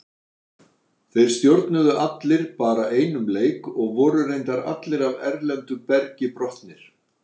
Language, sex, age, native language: Icelandic, male, 60-69, Icelandic